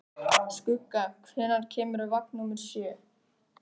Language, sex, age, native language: Icelandic, male, 18-19, Icelandic